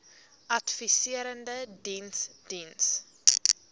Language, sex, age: Afrikaans, female, 18